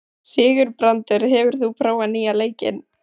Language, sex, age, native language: Icelandic, female, 14, Icelandic